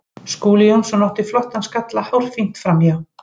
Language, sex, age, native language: Icelandic, female, 50-59, Icelandic